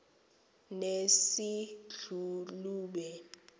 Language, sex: Xhosa, female